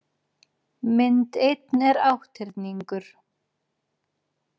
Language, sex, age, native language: Icelandic, female, 40-49, Icelandic